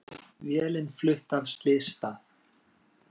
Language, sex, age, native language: Icelandic, male, 40-49, Icelandic